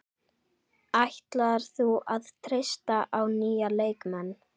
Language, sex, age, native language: Icelandic, other, 11, Icelandic